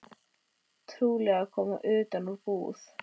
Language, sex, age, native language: Icelandic, female, 12, Icelandic